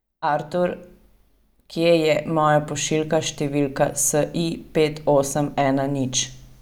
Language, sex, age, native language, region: Slovenian, female, 30-49, Slovenian, Savinja region